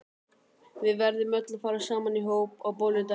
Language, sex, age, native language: Icelandic, male, 12, Icelandic